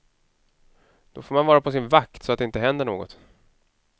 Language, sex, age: Swedish, male, 31